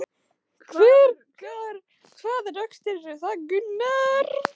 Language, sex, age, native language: Icelandic, female, 15, Icelandic